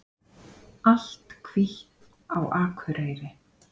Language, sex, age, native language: Icelandic, female, 50-59, Icelandic